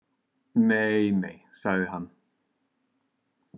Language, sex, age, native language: Icelandic, male, 40-49, Icelandic